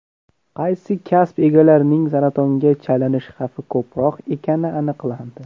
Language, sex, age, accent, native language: Uzbek, male, under 19, Namangan, Uzbek